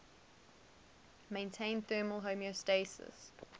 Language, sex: English, female